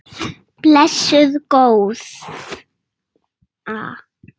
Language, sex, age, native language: Icelandic, female, 6, Russian